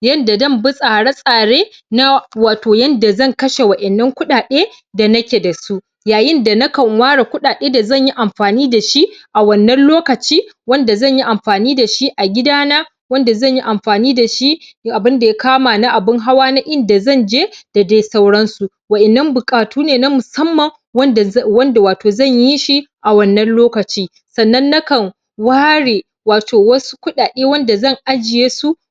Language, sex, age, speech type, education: Hausa, male, 15-29, spontaneous, primary